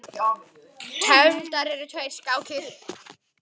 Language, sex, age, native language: Icelandic, male, 10, Icelandic